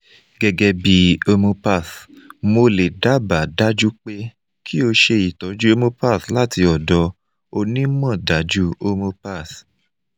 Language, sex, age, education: Yoruba, male, 30-45, tertiary